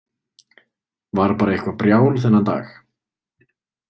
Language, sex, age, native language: Icelandic, male, 20-29, Icelandic